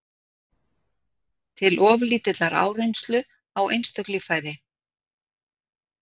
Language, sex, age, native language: Icelandic, female, 60-69, Icelandic